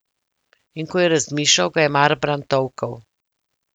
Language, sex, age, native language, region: Slovenian, female, 50-59, Slovenian, Central Slovenia